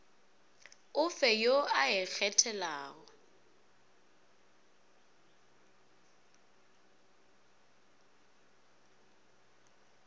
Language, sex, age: Northern Sotho, female, 24